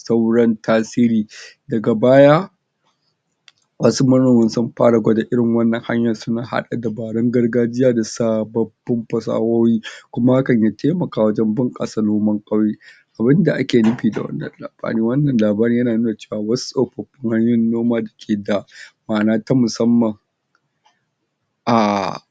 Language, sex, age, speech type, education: Hausa, male, 46-60, spontaneous, tertiary